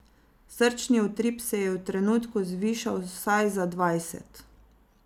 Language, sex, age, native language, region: Slovenian, female, 30-49, Slovenian, Zasavska region